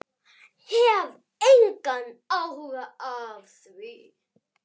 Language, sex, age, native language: Icelandic, female, 9, Icelandic